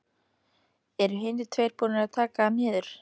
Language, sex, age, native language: Icelandic, female, 13, Icelandic